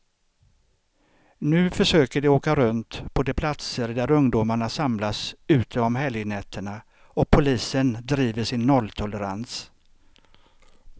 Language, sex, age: Swedish, male, 63